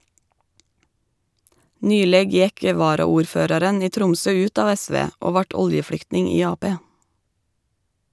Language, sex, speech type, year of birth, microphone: Norwegian, female, read, 1985, Shure